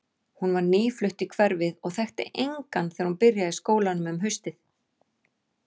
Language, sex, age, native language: Icelandic, female, 40-49, Icelandic